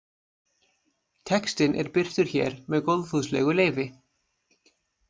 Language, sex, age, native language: Icelandic, male, 20-29, Icelandic